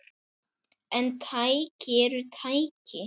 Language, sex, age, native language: Icelandic, male, 9, Icelandic